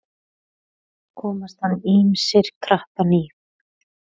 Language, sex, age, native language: Icelandic, female, 9, Icelandic